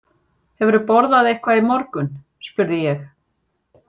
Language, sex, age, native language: Icelandic, female, 40-49, Icelandic